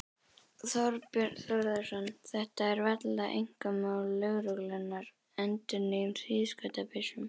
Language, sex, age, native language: Icelandic, other, 11, Icelandic